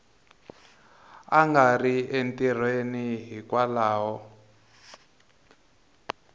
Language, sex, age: Tsonga, male, 22